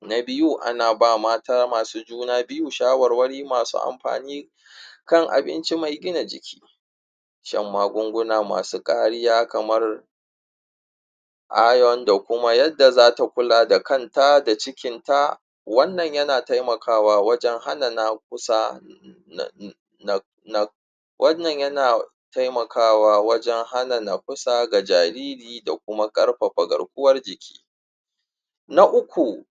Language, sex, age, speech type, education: Hausa, male, 30-45, spontaneous, tertiary